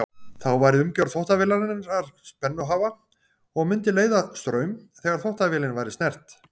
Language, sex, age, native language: Icelandic, male, 50-59, Icelandic